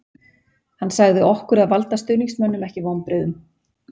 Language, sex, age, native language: Icelandic, female, 40-49, Icelandic